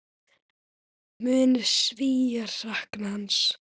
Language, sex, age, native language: Icelandic, female, 9, Icelandic